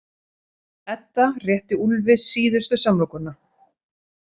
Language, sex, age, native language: Icelandic, female, 30-39, Icelandic